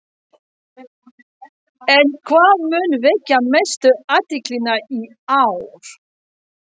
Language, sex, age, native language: Icelandic, female, 60-69, French